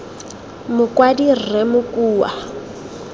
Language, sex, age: Tswana, female, 23